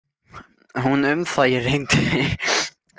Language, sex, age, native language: Icelandic, male, 20-29, Icelandic